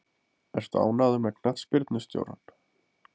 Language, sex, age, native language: Icelandic, male, 20-29, Icelandic